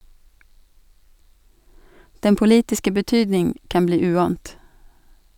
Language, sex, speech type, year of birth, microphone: Norwegian, female, read, 1982, Sennheiser